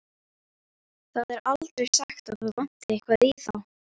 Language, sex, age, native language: Icelandic, female, 12, Icelandic